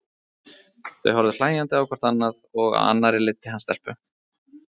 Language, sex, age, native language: Icelandic, male, 30-39, Icelandic